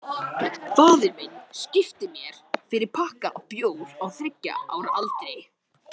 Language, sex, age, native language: Icelandic, other, 18-19, Icelandic